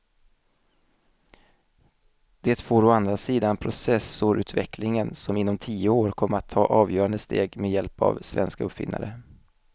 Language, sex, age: Swedish, male, 27